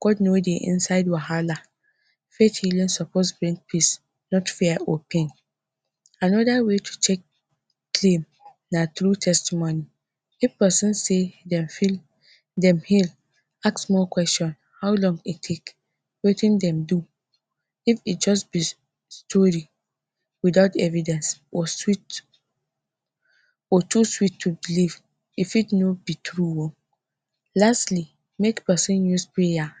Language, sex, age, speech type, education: Nigerian Pidgin, female, 30-45, spontaneous, tertiary